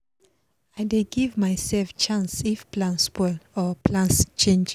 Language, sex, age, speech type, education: Nigerian Pidgin, female, 15-29, spontaneous, tertiary